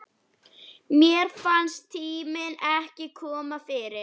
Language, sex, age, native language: Icelandic, female, 11, Icelandic